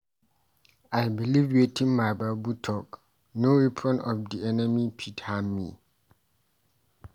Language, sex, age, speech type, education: Nigerian Pidgin, male, 15-29, read, tertiary